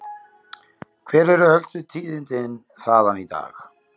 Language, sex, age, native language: Icelandic, male, 50-59, Icelandic